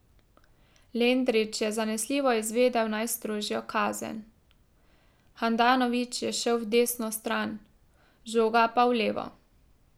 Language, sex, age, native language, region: Slovenian, female, 18-29, Slovenian, Drava region